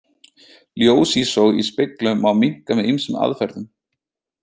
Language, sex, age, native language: Icelandic, male, 30-39, Icelandic